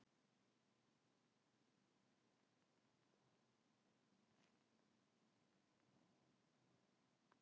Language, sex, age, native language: Icelandic, female, 40-49, Icelandic